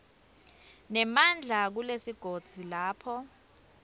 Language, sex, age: Swati, female, 24